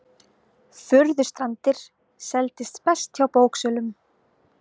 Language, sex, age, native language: Icelandic, female, 20-29, Icelandic